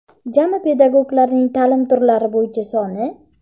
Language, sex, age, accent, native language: Uzbek, female, under 19, Farg'ona, Uzbek